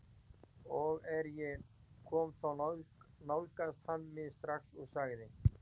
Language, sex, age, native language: Icelandic, male, 40-49, Icelandic